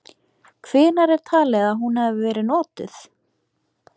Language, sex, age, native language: Icelandic, female, 18-19, Icelandic